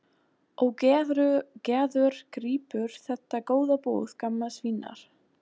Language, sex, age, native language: Icelandic, female, 20-29, German